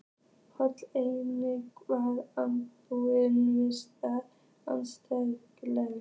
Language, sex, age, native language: Icelandic, female, 15, Icelandic